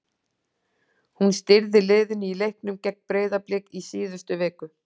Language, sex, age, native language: Icelandic, female, 40-49, Icelandic